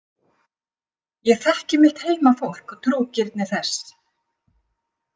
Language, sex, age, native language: Icelandic, female, 50-59, Icelandic